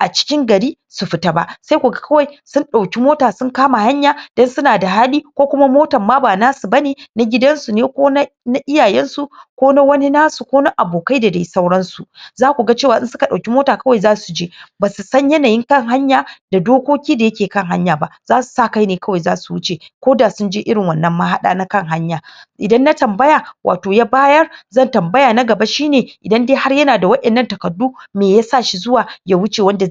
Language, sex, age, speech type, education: Hausa, female, 46-60, spontaneous, tertiary